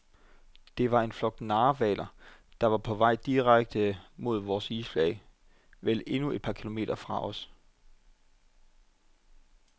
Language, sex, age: Danish, male, 25